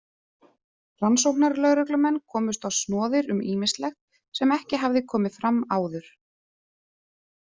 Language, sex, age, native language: Icelandic, female, 30-39, Icelandic